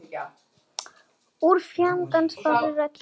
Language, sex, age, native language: Icelandic, female, 9, Icelandic